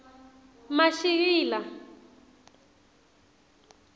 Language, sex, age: Swati, female, 20